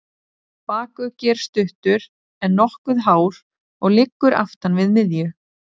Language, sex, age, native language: Icelandic, female, 30-39, Icelandic